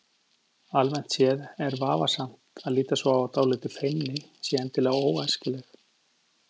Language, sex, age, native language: Icelandic, male, 50-59, Icelandic